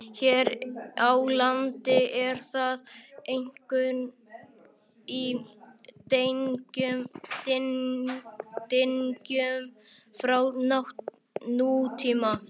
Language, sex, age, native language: Icelandic, male, 11, Icelandic